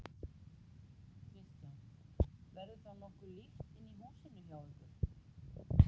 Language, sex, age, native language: Icelandic, female, 40-49, Icelandic